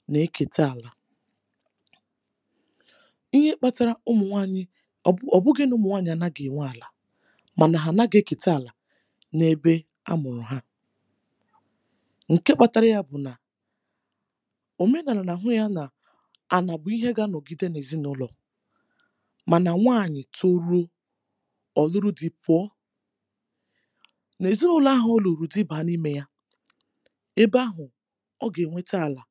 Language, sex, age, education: Igbo, female, 15-29, tertiary